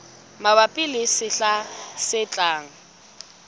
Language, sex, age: Southern Sotho, female, 20